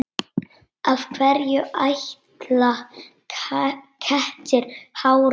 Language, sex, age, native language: Icelandic, male, 8, Icelandic